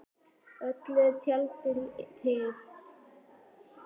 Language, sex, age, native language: Icelandic, female, 9, Icelandic